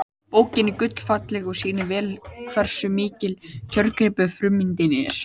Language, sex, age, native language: Icelandic, male, 18-19, Icelandic